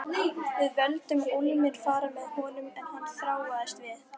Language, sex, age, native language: Icelandic, female, 12, Icelandic